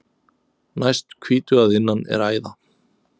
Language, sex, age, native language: Icelandic, male, 30-39, Icelandic